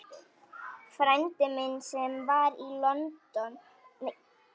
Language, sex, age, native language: Icelandic, female, 18-19, Icelandic